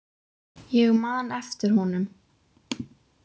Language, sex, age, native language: Icelandic, female, 20-29, Icelandic